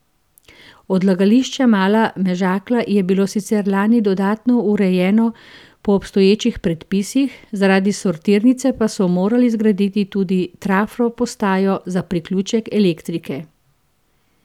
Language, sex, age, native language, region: Slovenian, female, 50-59, Slovenian, Central Slovenia